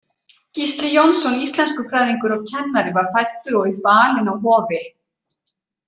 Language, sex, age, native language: Icelandic, female, 40-49, Icelandic